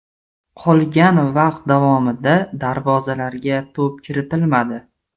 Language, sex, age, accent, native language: Uzbek, male, 18-24, Farg'ona, Uzbek